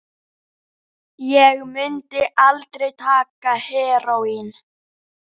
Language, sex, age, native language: Icelandic, female, 10, Icelandic